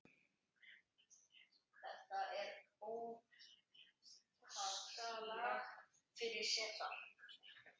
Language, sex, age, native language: Icelandic, male, 10, Icelandic